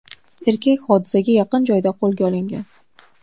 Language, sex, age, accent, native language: Uzbek, female, 18-24, Xorazm, Uzbek